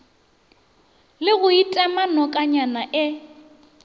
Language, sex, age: Northern Sotho, female, 24